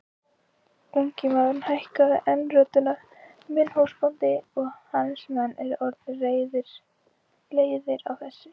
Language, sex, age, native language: Icelandic, female, 16, Icelandic